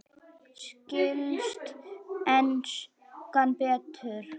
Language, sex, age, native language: Icelandic, female, 9, Icelandic